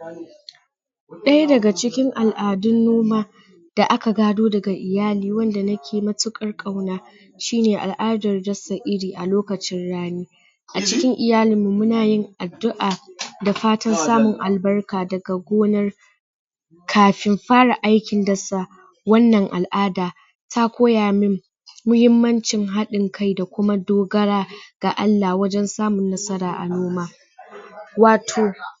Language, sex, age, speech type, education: Hausa, female, 60+, spontaneous, tertiary